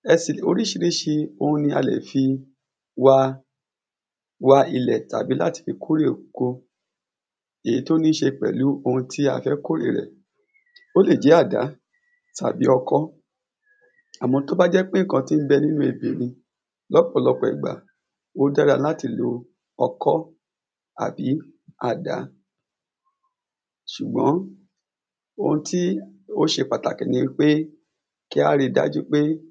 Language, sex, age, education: Yoruba, male, 30-45, secondary